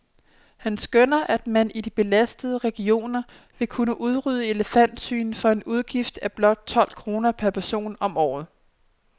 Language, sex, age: Danish, female, 27